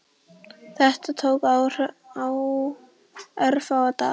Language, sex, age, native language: Icelandic, female, 10, Icelandic